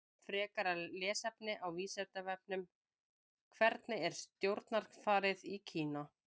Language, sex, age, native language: Icelandic, female, 20-29, Icelandic